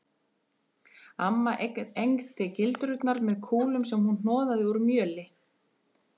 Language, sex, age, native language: Icelandic, female, 30-39, Icelandic